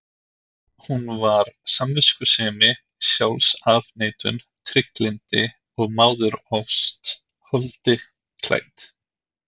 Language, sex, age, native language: Icelandic, male, 30-39, Icelandic